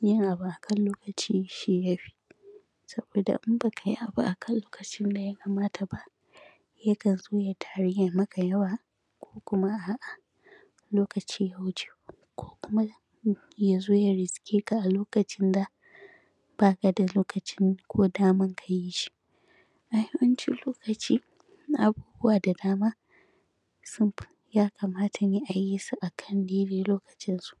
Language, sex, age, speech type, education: Hausa, female, 15-29, spontaneous, secondary